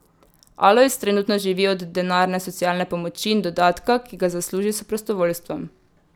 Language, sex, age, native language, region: Slovenian, female, 18-29, Slovenian, Drava region